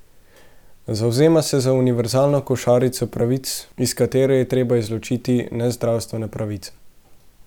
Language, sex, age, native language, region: Slovenian, male, 18-29, Slovenian, Central Slovenia